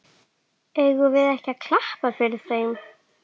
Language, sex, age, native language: Icelandic, female, 11, Icelandic